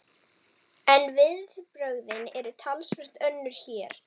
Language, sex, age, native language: Icelandic, female, 12, Icelandic